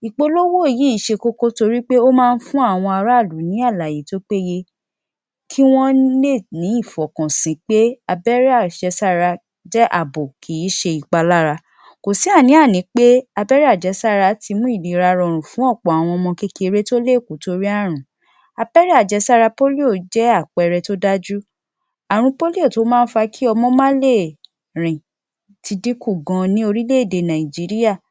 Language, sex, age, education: Yoruba, female, 15-29, tertiary